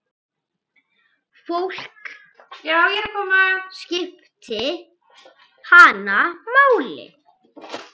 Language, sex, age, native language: Icelandic, male, 7, Icelandic